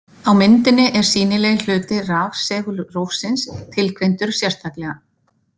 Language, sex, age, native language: Icelandic, female, 50-59, Icelandic